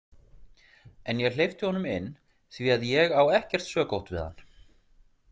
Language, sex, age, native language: Icelandic, male, 40-49, Icelandic